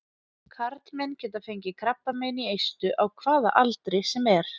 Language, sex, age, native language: Icelandic, female, 30-39, Icelandic